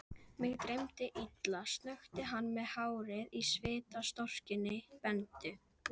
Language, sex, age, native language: Icelandic, female, 11, Icelandic